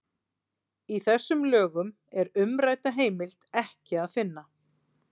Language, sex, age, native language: Icelandic, female, 40-49, Icelandic